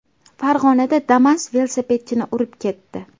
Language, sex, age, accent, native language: Uzbek, female, 18-24, Toshkent viloyati, Uzbek